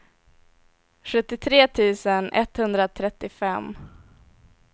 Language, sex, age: Swedish, female, 18